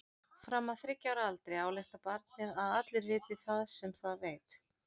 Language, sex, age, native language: Icelandic, female, 40-49, Icelandic